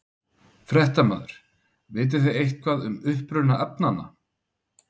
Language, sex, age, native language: Icelandic, male, 30-39, Icelandic